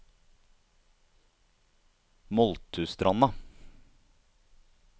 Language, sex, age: Norwegian, male, 30